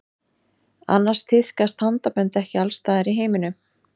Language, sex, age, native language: Icelandic, female, 30-39, Icelandic